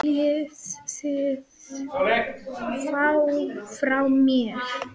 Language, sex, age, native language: Icelandic, female, 9, Icelandic